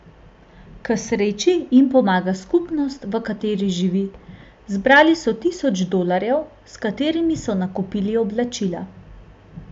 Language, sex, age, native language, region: Slovenian, female, 18-29, Slovenian, Central Slovenia